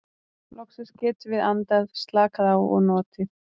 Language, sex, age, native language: Icelandic, female, 30-39, Icelandic